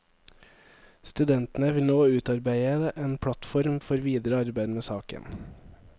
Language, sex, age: Norwegian, male, 23